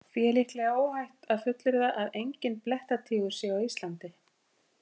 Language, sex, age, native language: Icelandic, female, 50-59, Icelandic